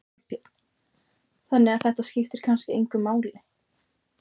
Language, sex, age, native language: Icelandic, female, 20-29, Icelandic